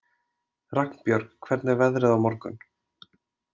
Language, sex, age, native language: Icelandic, male, 20-29, Icelandic